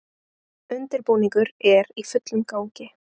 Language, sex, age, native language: Icelandic, female, 20-29, Icelandic